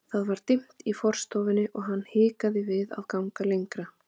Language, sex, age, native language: Icelandic, female, 30-39, Icelandic